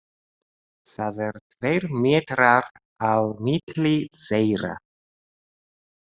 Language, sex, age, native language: Icelandic, male, 30-39, Japanese